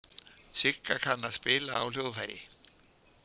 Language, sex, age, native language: Icelandic, male, 70-79, Icelandic